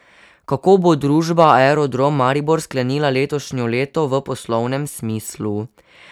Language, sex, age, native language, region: Slovenian, male, 12-17, Slovenian, Savinja region